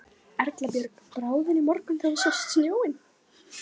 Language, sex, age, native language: Icelandic, female, 15, Icelandic